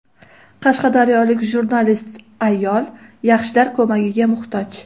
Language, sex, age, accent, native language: Uzbek, female, 18-24, Farg'ona, Uzbek